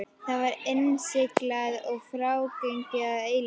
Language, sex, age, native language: Icelandic, female, 11, Icelandic